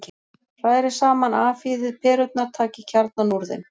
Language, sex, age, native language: Icelandic, female, 40-49, Icelandic